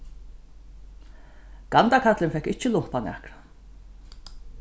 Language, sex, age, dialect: Faroese, female, 36-60, Norðurstreymoy/Eysturoy